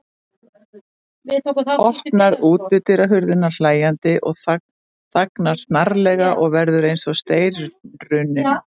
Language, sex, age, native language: Icelandic, female, 50-59, Icelandic